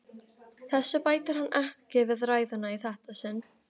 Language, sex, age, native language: Icelandic, female, 12, Icelandic